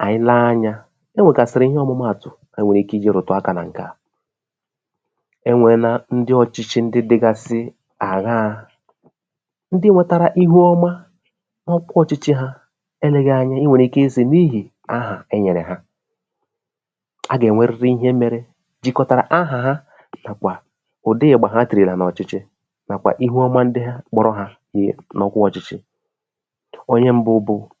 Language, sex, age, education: Igbo, male, 30-45, tertiary